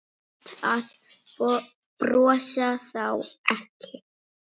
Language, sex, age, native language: Icelandic, female, 6, Icelandic